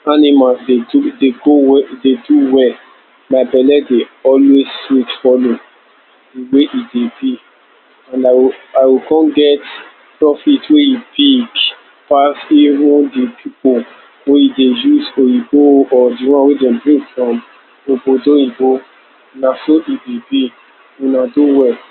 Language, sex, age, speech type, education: Nigerian Pidgin, male, 30-45, spontaneous, tertiary